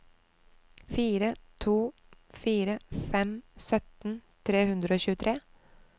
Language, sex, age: Norwegian, female, 29